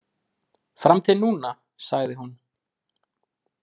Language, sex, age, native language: Icelandic, male, 20-29, Icelandic